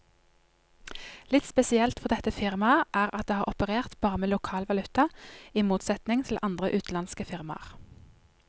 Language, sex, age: Norwegian, female, 31